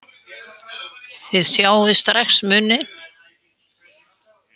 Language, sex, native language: Icelandic, female, Icelandic